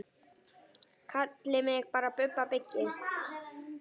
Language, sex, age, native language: Icelandic, male, 9, Icelandic